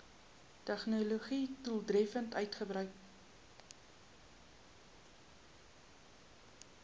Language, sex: Afrikaans, female